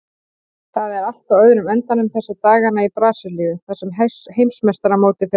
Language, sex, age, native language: Icelandic, female, 30-39, Icelandic